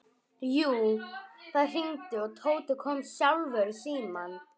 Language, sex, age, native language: Icelandic, female, 11, Icelandic